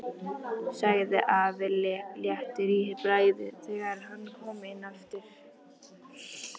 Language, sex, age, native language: Icelandic, female, 11, Icelandic